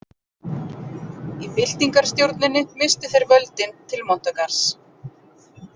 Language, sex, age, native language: Icelandic, female, 40-49, Icelandic